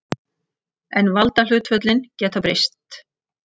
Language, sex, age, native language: Icelandic, female, 60-69, Icelandic